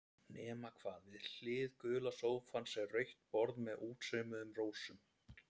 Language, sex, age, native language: Icelandic, male, 30-39, Icelandic